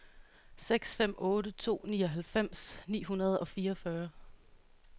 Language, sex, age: Danish, female, 31